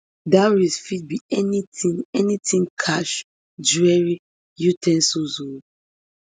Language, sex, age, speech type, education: Nigerian Pidgin, female, 15-29, spontaneous, tertiary